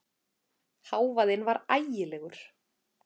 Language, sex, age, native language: Icelandic, female, 30-39, Icelandic